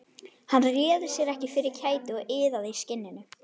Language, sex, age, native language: Icelandic, female, 11, Icelandic